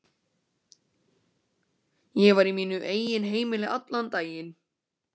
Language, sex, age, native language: Icelandic, male, 15, Icelandic